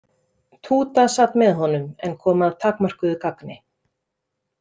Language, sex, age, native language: Icelandic, female, 30-39, Icelandic